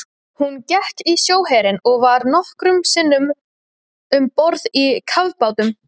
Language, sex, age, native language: Icelandic, female, 20-29, Icelandic